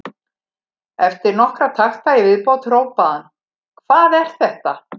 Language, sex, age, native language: Icelandic, female, 70-79, Icelandic